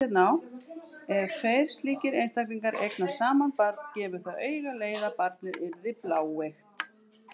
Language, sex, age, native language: Icelandic, female, 50-59, Icelandic